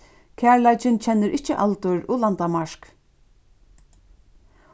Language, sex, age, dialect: Faroese, female, 36-60, Suðurstreymoy